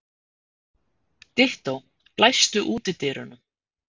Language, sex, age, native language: Icelandic, female, 50-59, Icelandic